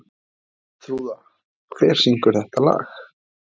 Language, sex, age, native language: Icelandic, male, 20-29, Icelandic